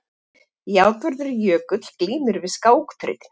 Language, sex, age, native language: Icelandic, female, 40-49, Icelandic